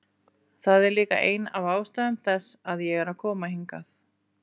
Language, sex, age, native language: Icelandic, female, 40-49, Icelandic